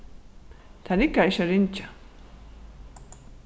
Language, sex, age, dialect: Faroese, female, 36-60, Suðurstreymoy